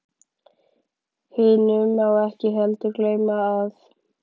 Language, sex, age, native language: Icelandic, male, 11, Icelandic